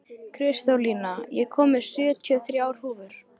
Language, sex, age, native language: Icelandic, female, 13, Icelandic